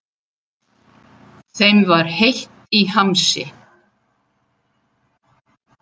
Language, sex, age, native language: Icelandic, female, 70-79, Icelandic